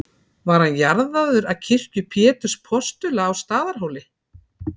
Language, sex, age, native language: Icelandic, female, 40-49, Icelandic